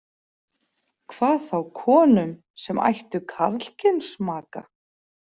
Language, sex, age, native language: Icelandic, female, 40-49, Icelandic